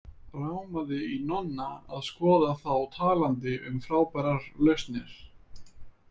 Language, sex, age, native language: Icelandic, male, 30-39, Icelandic